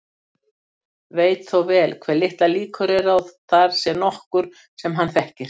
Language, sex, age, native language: Icelandic, female, 60-69, Icelandic